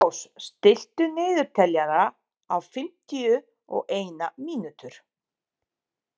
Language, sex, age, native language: Icelandic, female, 30-39, Serbo-Croatian